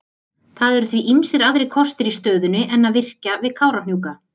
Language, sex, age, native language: Icelandic, female, 30-39, Icelandic